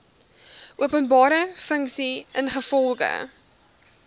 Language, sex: Afrikaans, female